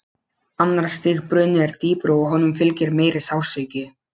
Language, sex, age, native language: Icelandic, male, 12, Polish